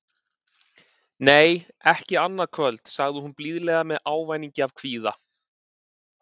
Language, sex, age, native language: Icelandic, male, 30-39, Icelandic